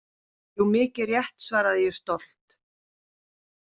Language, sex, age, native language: Icelandic, female, 50-59, Icelandic